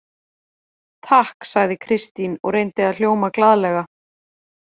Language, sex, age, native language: Icelandic, female, 40-49, Icelandic